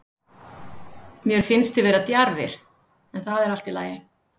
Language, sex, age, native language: Icelandic, female, 50-59, Icelandic